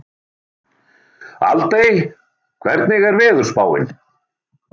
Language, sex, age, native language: Icelandic, male, 60-69, Icelandic